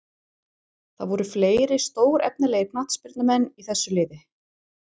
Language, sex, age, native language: Icelandic, female, 40-49, Icelandic